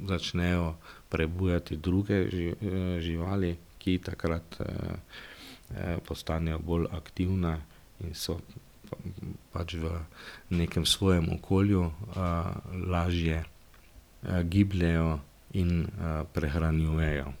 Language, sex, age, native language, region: Slovenian, male, 50-59, Slovenian, Drava region